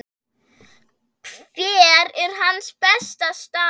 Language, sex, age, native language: Icelandic, female, 10, Icelandic